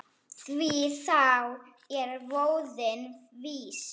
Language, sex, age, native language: Icelandic, female, 7, Icelandic